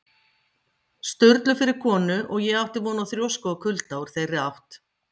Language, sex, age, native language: Icelandic, female, 50-59, Icelandic